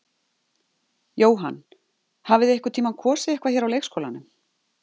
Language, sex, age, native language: Icelandic, female, 50-59, Icelandic